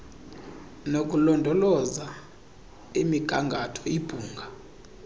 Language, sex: Xhosa, male